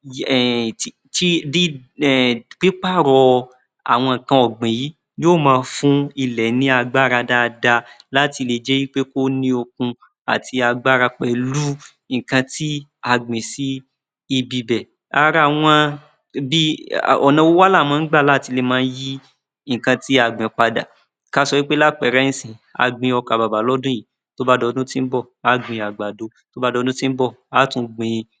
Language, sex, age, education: Yoruba, male, 30-45, tertiary